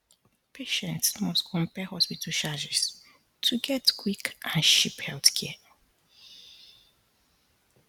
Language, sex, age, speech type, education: Nigerian Pidgin, female, 15-29, spontaneous, tertiary